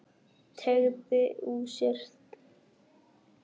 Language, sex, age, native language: Icelandic, male, 10, Icelandic